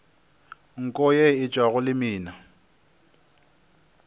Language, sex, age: Northern Sotho, male, 26